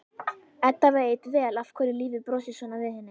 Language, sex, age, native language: Icelandic, female, 11, Icelandic